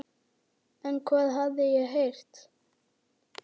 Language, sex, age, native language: Icelandic, male, 10, Icelandic